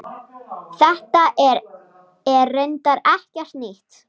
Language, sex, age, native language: Icelandic, female, 7, Icelandic